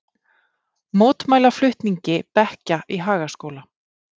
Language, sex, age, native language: Icelandic, female, 30-39, Icelandic